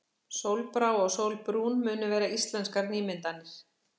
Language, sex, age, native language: Icelandic, female, 60-69, Icelandic